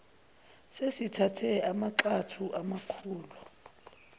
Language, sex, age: Zulu, female, 22